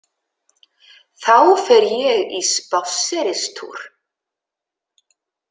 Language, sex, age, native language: Icelandic, female, 50-59, Icelandic